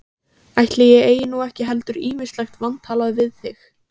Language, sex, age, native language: Icelandic, female, 15, Icelandic